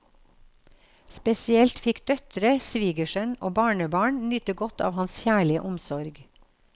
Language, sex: Norwegian, female